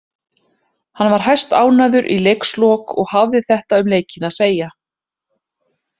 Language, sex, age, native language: Icelandic, female, 30-39, Icelandic